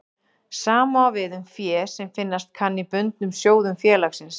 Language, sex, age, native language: Icelandic, female, 40-49, Icelandic